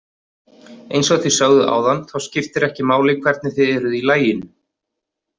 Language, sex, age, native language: Icelandic, male, 30-39, Icelandic